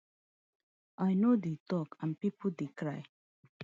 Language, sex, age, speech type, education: Nigerian Pidgin, female, 30-45, spontaneous, tertiary